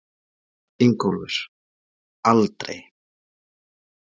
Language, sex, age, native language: Icelandic, male, 40-49, Icelandic